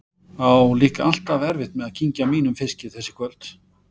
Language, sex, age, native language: Icelandic, male, 60-69, Icelandic